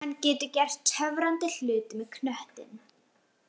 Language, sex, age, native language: Icelandic, female, 18-19, Icelandic